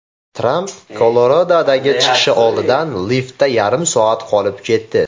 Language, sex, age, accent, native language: Uzbek, male, 18-24, Farg'ona, Uzbek